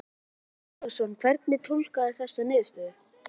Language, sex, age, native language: Icelandic, male, 11, Icelandic